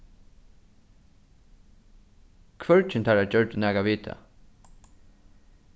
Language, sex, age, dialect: Faroese, male, 15-35, Suðurstreymoy